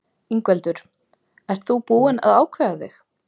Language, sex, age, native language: Icelandic, female, 20-29, Icelandic